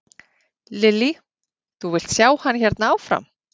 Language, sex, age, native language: Icelandic, female, 40-49, Icelandic